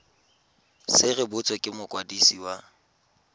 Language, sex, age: Tswana, male, 22